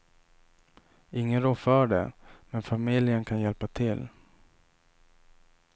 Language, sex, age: Swedish, male, 27